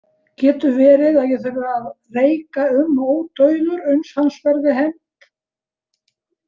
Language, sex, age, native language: Icelandic, female, 70-79, Icelandic